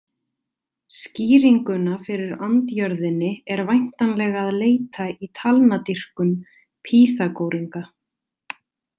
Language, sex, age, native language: Icelandic, female, 30-39, Icelandic